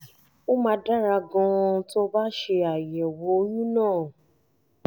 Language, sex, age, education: Yoruba, female, 30-45, tertiary